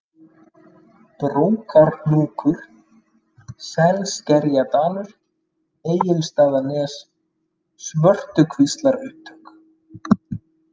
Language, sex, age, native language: Icelandic, male, 30-39, Icelandic